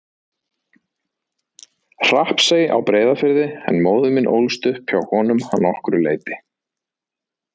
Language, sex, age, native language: Icelandic, male, 30-39, Icelandic